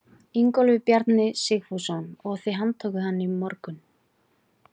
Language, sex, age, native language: Icelandic, female, 40-49, Icelandic